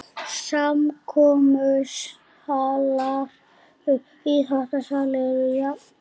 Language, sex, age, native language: Icelandic, female, 40-49, Icelandic